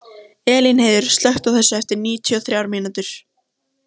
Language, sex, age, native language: Icelandic, female, 14, Icelandic